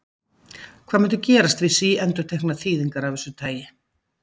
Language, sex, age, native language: Icelandic, female, 50-59, Icelandic